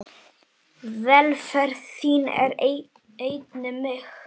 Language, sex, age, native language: Icelandic, male, 9, Icelandic